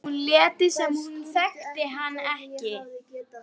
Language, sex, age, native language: Icelandic, female, 12, Icelandic